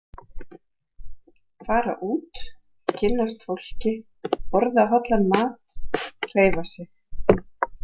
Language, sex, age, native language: Icelandic, female, 40-49, Icelandic